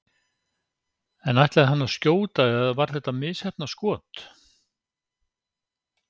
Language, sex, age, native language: Icelandic, male, 60-69, Icelandic